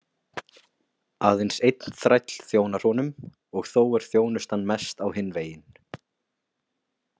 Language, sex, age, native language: Icelandic, male, 20-29, Icelandic